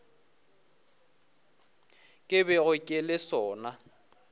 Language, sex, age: Northern Sotho, male, 24